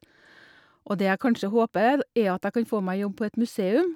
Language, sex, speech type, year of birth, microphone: Norwegian, female, spontaneous, 1962, Shure